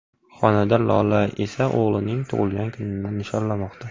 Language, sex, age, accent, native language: Uzbek, male, 18-24, Farg'ona, Uzbek